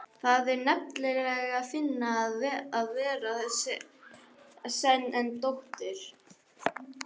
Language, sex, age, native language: Icelandic, female, 11, Icelandic